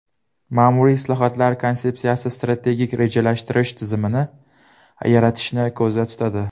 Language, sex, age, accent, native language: Uzbek, male, 19-29, Toshkent viloyati, Uzbek